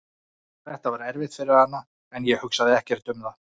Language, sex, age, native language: Icelandic, male, 40-49, Icelandic